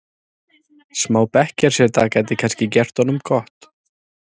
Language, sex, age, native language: Icelandic, male, 30-39, Icelandic